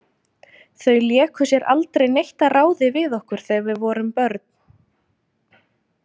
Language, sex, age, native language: Icelandic, female, 20-29, Icelandic